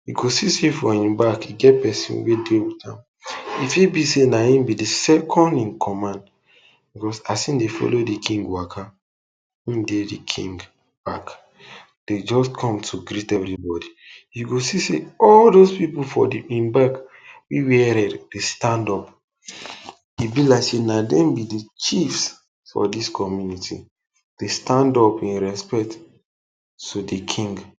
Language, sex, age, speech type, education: Nigerian Pidgin, male, 15-29, spontaneous, tertiary